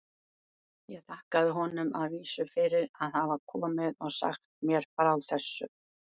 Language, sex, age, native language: Icelandic, female, 70-79, Icelandic